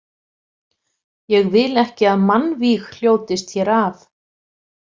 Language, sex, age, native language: Icelandic, female, 50-59, Icelandic